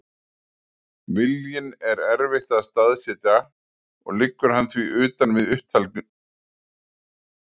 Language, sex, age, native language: Icelandic, male, 40-49, Icelandic